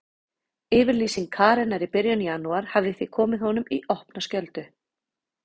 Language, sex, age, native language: Icelandic, female, 30-39, Icelandic